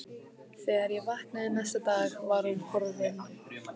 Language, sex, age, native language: Icelandic, female, 15, Icelandic